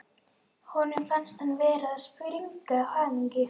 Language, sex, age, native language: Icelandic, female, 12, Icelandic